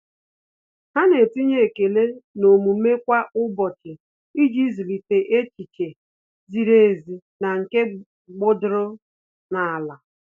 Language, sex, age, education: Igbo, female, 30-45, tertiary